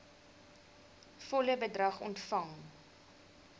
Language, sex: Afrikaans, female